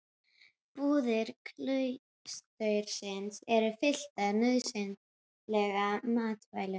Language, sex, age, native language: Icelandic, female, 12, Icelandic